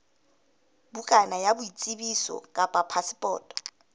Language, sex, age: Southern Sotho, female, 20